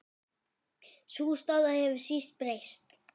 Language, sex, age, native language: Icelandic, male, 10, Icelandic